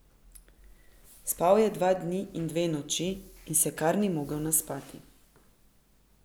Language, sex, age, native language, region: Slovenian, female, 50-59, Slovenian, Central Slovenia